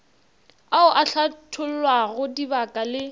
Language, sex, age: Northern Sotho, female, 22